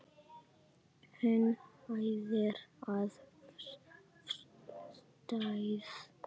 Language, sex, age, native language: Icelandic, female, 8, Icelandic